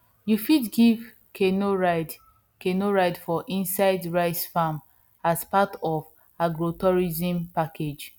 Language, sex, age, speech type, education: Nigerian Pidgin, female, 15-29, spontaneous, tertiary